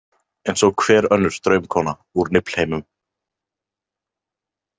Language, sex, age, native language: Icelandic, male, 18-19, Icelandic